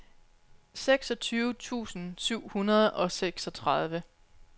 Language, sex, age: Danish, female, 29